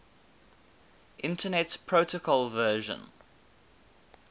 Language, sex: English, male